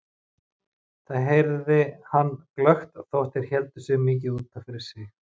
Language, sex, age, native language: Icelandic, male, 40-49, Icelandic